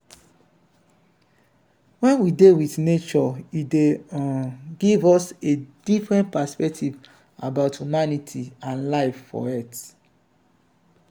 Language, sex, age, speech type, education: Nigerian Pidgin, male, 30-45, spontaneous, tertiary